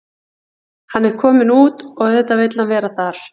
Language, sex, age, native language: Icelandic, female, 40-49, Icelandic